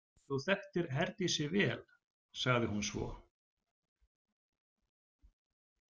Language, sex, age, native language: Icelandic, male, 40-49, Icelandic